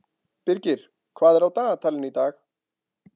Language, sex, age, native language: Icelandic, male, 40-49, Icelandic